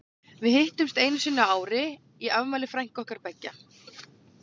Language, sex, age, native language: Icelandic, female, 18-19, Icelandic